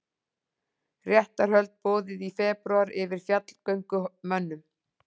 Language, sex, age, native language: Icelandic, female, 40-49, Icelandic